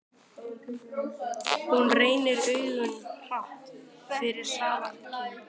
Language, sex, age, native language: Icelandic, male, 12, Icelandic